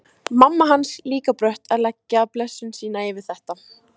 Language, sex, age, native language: Icelandic, female, 14, Icelandic